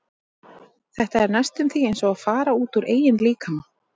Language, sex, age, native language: Icelandic, female, 30-39, Icelandic